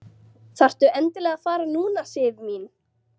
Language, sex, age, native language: Icelandic, female, 13, Icelandic